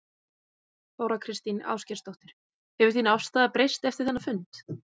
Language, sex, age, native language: Icelandic, female, 20-29, Icelandic